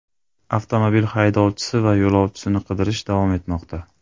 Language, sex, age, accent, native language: Uzbek, male, 25-34, Andijon, Uzbek